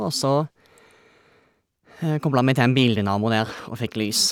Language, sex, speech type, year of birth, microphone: Norwegian, male, spontaneous, 1989, Shure